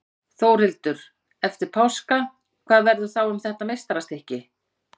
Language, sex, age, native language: Icelandic, female, 50-59, Icelandic